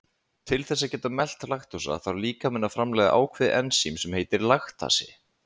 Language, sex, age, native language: Icelandic, male, 20-29, Icelandic